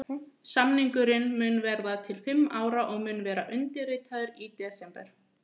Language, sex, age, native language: Icelandic, female, 20-29, Icelandic